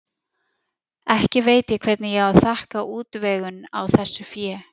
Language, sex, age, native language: Icelandic, female, 40-49, Icelandic